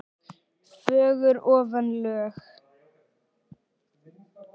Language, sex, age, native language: Icelandic, male, 9, Icelandic